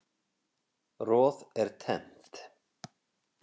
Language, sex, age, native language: Icelandic, male, 50-59, Icelandic